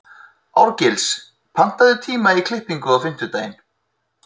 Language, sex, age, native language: Icelandic, male, 30-39, Icelandic